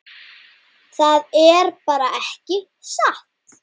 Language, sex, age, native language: Icelandic, male, 9, Icelandic